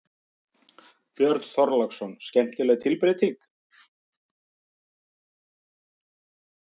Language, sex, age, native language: Icelandic, male, 50-59, Icelandic